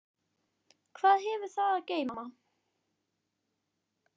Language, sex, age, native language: Icelandic, male, 10, Icelandic